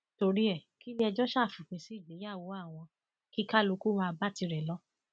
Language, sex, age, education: Yoruba, female, 30-45, tertiary